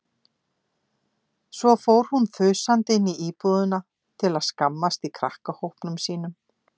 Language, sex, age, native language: Icelandic, female, 50-59, Icelandic